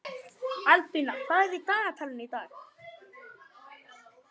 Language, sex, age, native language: Icelandic, male, 12, Icelandic